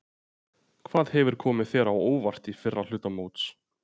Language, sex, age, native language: Icelandic, male, 20-29, Icelandic